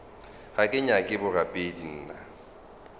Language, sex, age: Northern Sotho, male, 35